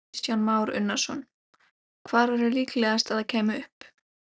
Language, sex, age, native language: Icelandic, female, 17, Icelandic